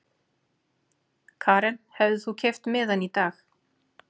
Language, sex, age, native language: Icelandic, female, 40-49, Icelandic